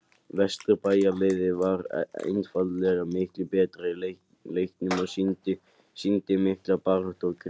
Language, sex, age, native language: Icelandic, male, 18-19, Icelandic